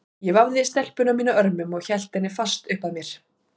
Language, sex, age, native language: Icelandic, female, 40-49, Icelandic